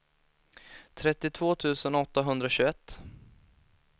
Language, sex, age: Swedish, male, 18